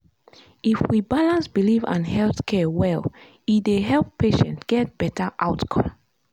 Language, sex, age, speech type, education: Nigerian Pidgin, female, 15-29, spontaneous, tertiary